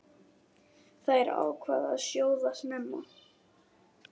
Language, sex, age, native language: Icelandic, male, 10, Icelandic